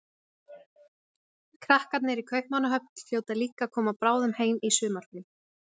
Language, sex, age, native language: Icelandic, female, 20-29, Icelandic